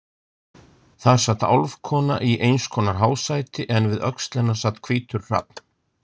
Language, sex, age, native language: Icelandic, male, 60-69, Icelandic